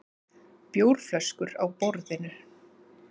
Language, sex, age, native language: Icelandic, female, 30-39, Icelandic